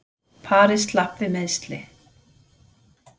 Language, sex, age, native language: Icelandic, female, 40-49, Icelandic